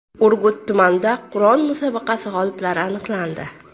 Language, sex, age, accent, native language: Uzbek, female, 18-24, Surxondaryo, Uzbek